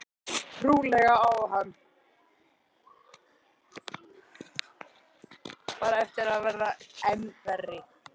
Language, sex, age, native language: Icelandic, male, 13, Icelandic